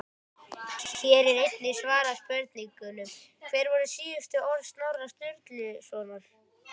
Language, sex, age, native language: Icelandic, female, 18-19, Icelandic